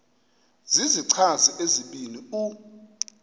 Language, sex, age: Xhosa, male, 33